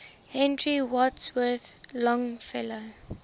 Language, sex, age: English, female, 23